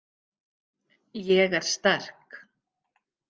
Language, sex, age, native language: Icelandic, female, 50-59, Icelandic